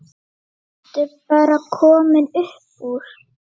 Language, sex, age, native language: Icelandic, female, 8, Icelandic